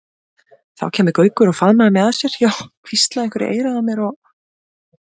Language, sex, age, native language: Icelandic, female, 20-29, Icelandic